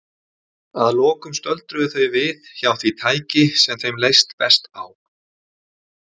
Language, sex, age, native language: Icelandic, male, 40-49, Icelandic